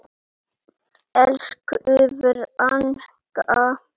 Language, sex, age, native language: Icelandic, male, 8, Icelandic